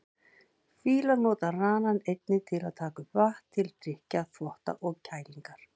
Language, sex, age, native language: Icelandic, female, 50-59, Icelandic